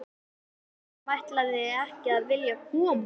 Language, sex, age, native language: Icelandic, male, 11, Icelandic